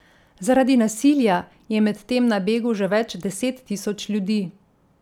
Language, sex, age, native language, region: Slovenian, female, 50-59, Slovenian, Central Slovenia